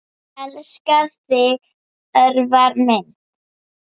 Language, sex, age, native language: Icelandic, female, 8, Icelandic